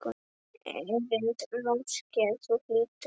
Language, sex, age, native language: Icelandic, male, 10, Icelandic